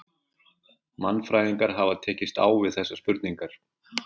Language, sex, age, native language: Icelandic, male, 40-49, Icelandic